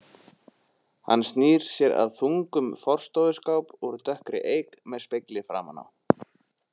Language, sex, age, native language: Icelandic, male, 20-29, Icelandic